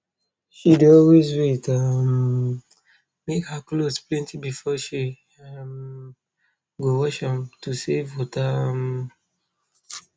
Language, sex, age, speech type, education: Nigerian Pidgin, male, 15-29, spontaneous, tertiary